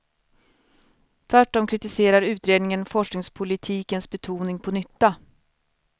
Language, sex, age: Swedish, female, 41